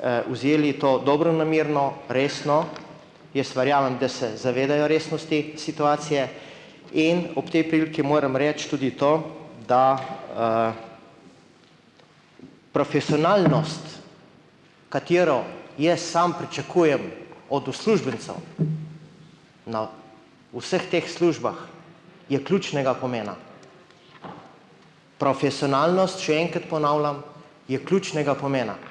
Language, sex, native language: Slovenian, male, Slovenian